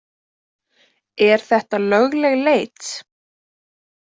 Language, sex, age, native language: Icelandic, female, 20-29, Icelandic